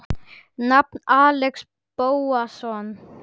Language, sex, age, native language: Icelandic, male, 10, Icelandic